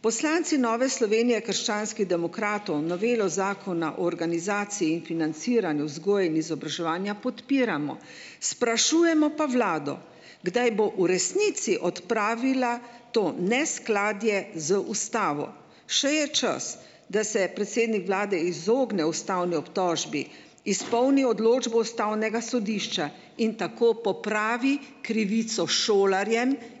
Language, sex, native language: Slovenian, female, Slovenian